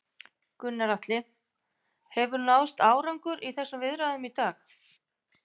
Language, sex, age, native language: Icelandic, female, 50-59, Icelandic